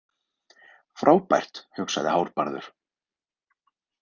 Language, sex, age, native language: Icelandic, male, 20-29, Icelandic